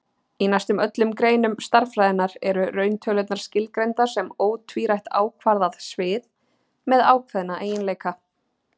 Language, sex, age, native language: Icelandic, female, 30-39, Icelandic